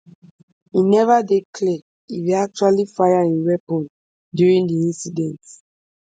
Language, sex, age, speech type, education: Nigerian Pidgin, female, 15-29, spontaneous, tertiary